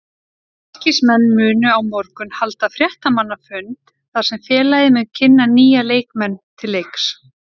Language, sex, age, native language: Icelandic, female, 30-39, Icelandic